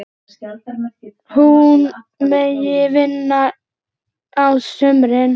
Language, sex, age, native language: Icelandic, male, 8, Icelandic